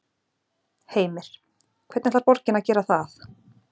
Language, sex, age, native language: Icelandic, female, 40-49, Icelandic